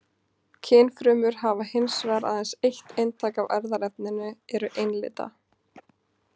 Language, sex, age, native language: Icelandic, female, 20-29, Icelandic